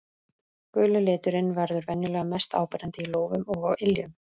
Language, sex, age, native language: Icelandic, female, 30-39, Icelandic